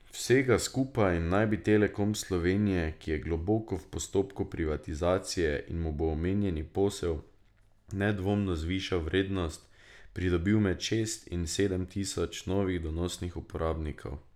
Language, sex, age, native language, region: Slovenian, male, 18-29, Slovenian, Drava region